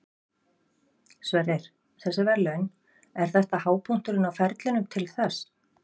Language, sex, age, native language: Icelandic, female, 50-59, Icelandic